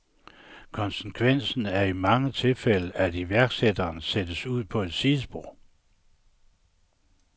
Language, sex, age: Danish, male, 69